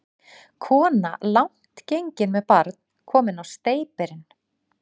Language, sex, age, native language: Icelandic, female, 40-49, Icelandic